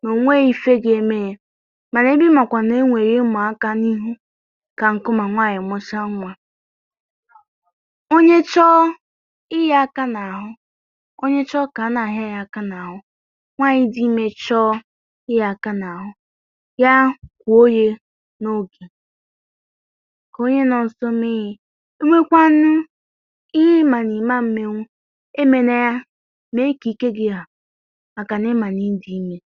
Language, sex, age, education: Igbo, female, 30-45, tertiary